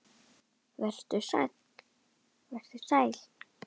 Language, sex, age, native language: Icelandic, female, 10, Icelandic